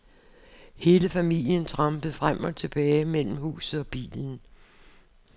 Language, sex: Danish, female